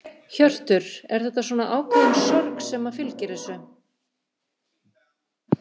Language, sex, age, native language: Icelandic, female, 50-59, Icelandic